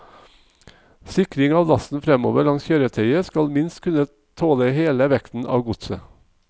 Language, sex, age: Norwegian, male, 45